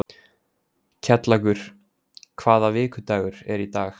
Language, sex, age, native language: Icelandic, male, 20-29, Icelandic